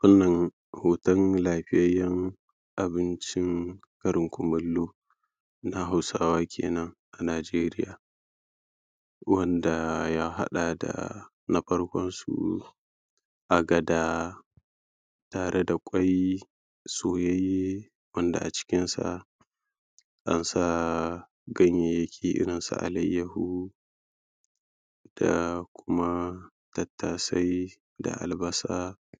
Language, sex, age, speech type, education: Hausa, male, 15-29, spontaneous, primary